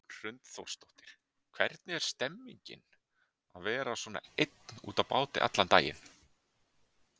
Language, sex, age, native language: Icelandic, male, 30-39, Icelandic